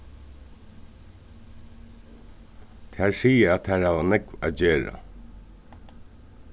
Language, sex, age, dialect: Faroese, male, 36-60, Suðurstreymoy